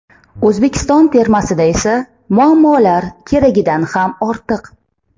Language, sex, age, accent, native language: Uzbek, female, 30-39, Toshkent shahri, Uzbek